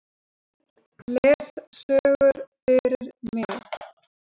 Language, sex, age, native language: Icelandic, male, 7, Icelandic